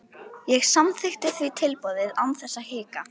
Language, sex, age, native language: Icelandic, female, 11, Icelandic